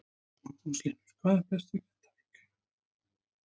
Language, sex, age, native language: Icelandic, male, 30-39, Icelandic